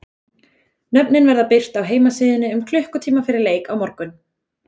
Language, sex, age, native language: Icelandic, female, 20-29, Icelandic